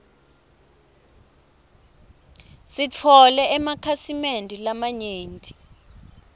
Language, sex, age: Swati, female, 24